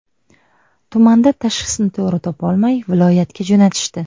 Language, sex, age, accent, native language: Uzbek, female, 19-29, Buxoro, Uzbek